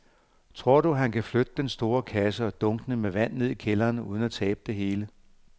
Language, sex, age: Danish, male, 58